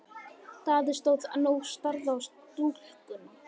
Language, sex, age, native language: Icelandic, male, 11, Icelandic